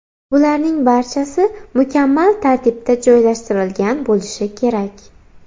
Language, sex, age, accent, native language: Uzbek, female, 18-24, Xorazm, Uzbek